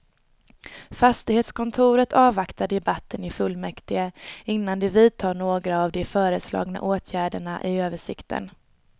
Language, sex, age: Swedish, female, 22